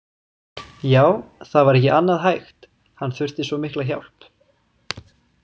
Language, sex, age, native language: Icelandic, male, 20-29, Icelandic